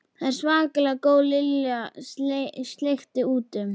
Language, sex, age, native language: Icelandic, female, 11, Icelandic